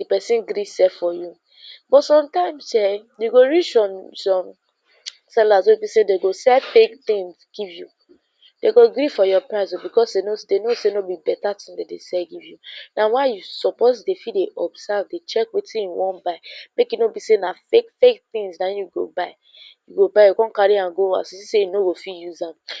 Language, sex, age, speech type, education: Nigerian Pidgin, female, 15-29, spontaneous, secondary